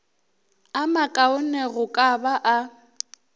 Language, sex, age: Northern Sotho, female, 23